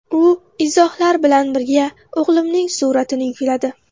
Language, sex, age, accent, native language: Uzbek, female, 12-17, Qoraqalpog'iston, Uzbek